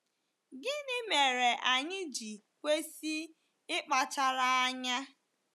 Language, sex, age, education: Igbo, female, 15-29, tertiary